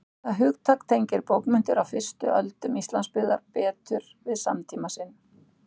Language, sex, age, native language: Icelandic, female, 60-69, Icelandic